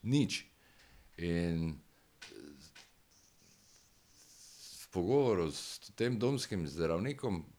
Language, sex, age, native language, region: Slovenian, male, 60+, Slovenian, Drava region